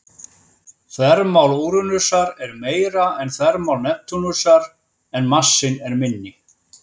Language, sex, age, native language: Icelandic, male, 50-59, Icelandic